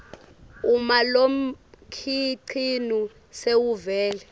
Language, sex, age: Swati, female, 18